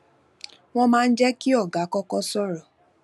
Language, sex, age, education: Yoruba, female, 15-29, tertiary